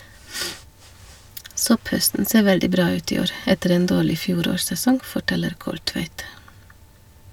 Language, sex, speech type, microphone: Norwegian, female, read, Shure